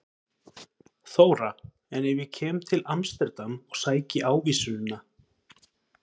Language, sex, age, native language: Icelandic, male, 30-39, Icelandic